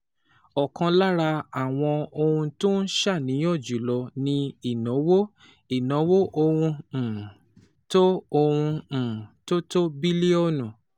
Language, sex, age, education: Yoruba, male, 30-45, tertiary